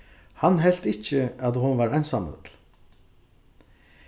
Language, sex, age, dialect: Faroese, male, 36-60, Suðurstreymoy